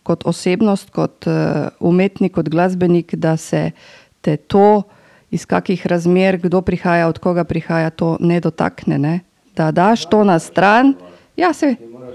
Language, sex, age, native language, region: Slovenian, female, 50-59, Slovenian, Drava region